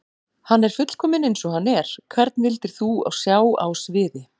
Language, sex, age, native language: Icelandic, female, 40-49, Icelandic